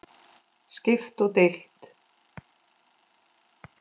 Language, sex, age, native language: Icelandic, female, 10, Icelandic